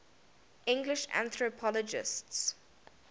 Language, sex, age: English, female, 19